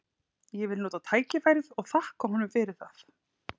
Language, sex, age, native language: Icelandic, female, 30-39, Icelandic